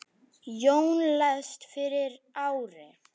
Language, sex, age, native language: Icelandic, male, 9, Icelandic